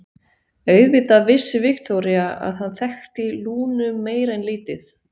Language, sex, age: Icelandic, female, 40-49